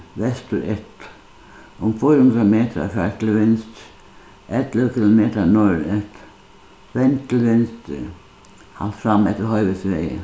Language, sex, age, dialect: Faroese, female, 61+, Suðuroy